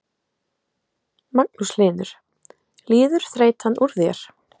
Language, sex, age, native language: Icelandic, female, 30-39, Icelandic